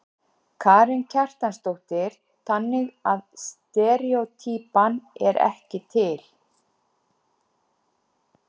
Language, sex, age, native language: Icelandic, female, 60-69, Icelandic